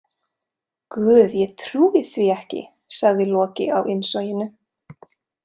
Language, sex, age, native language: Icelandic, female, 20-29, Serbo-Croatian